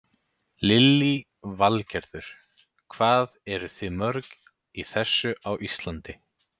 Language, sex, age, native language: Icelandic, male, 30-39, Icelandic